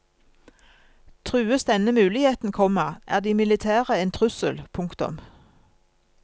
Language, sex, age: Norwegian, female, 47